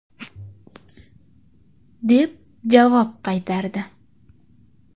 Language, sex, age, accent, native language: Uzbek, female, 25-34, Qashqadaryo, Uzbek